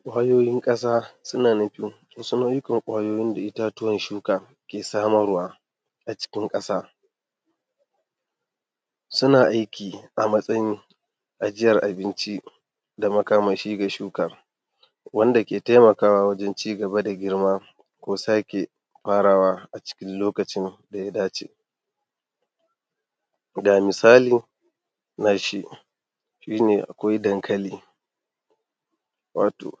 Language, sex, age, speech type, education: Hausa, male, 30-45, spontaneous, tertiary